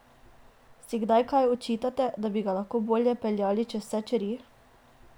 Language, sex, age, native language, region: Slovenian, female, 18-29, Slovenian, Drava region